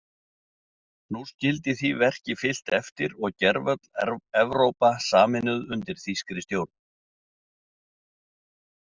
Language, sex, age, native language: Icelandic, male, 60-69, Icelandic